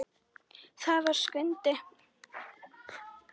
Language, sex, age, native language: Icelandic, female, 10, Icelandic